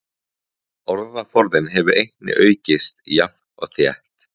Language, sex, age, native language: Icelandic, male, 20-29, Icelandic